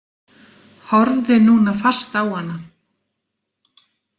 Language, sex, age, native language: Icelandic, female, 40-49, Icelandic